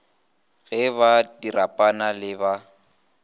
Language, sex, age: Northern Sotho, male, 21